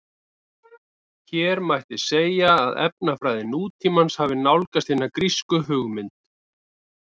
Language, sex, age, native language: Icelandic, male, 30-39, Icelandic